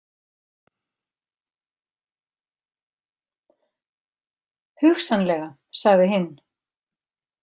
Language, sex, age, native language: Icelandic, female, 50-59, Icelandic